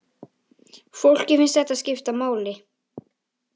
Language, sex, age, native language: Icelandic, female, 18-19, Icelandic